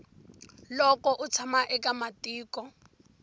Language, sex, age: Tsonga, female, 20